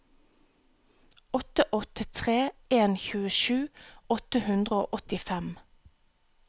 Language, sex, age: Norwegian, female, 37